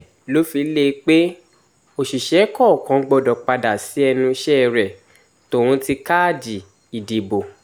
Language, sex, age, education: Yoruba, male, 15-29, tertiary